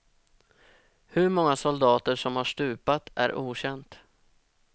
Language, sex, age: Swedish, male, 32